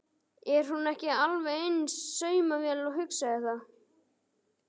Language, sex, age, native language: Icelandic, male, 12, Icelandic